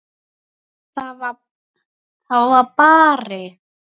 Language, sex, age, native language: Icelandic, male, 9, Icelandic